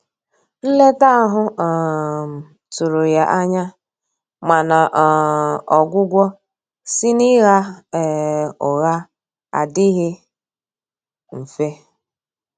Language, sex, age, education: Igbo, female, 30-45, tertiary